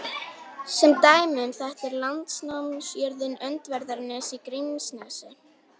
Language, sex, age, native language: Icelandic, female, 18-19, Icelandic